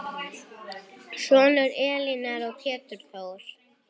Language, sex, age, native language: Icelandic, female, 9, Icelandic